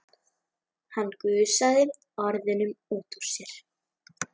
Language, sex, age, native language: Icelandic, female, 11, Icelandic